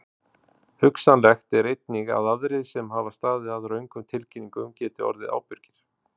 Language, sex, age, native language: Icelandic, male, 40-49, Icelandic